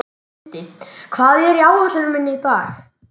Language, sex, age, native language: Icelandic, male, 11, Icelandic